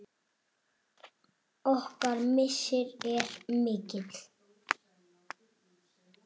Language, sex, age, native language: Icelandic, male, 6, Icelandic